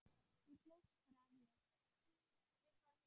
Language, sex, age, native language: Icelandic, female, 10, Icelandic